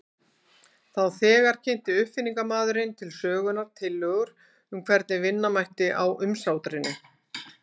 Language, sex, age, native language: Icelandic, female, 18-19, Icelandic